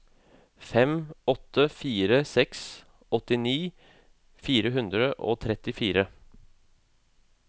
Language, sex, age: Norwegian, male, 36